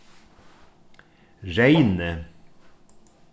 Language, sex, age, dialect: Faroese, male, 36-60, Norðurstreymoy/Eysturoy